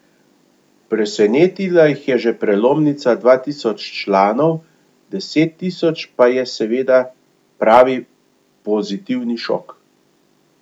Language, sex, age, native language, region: Slovenian, male, 50-59, Slovenian, Gorenjska region